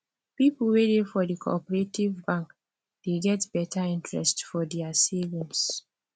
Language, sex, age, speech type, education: Nigerian Pidgin, female, 15-29, spontaneous, tertiary